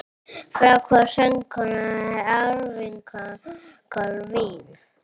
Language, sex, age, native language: Icelandic, female, 30-39, Icelandic